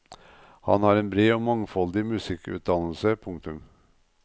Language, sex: Norwegian, male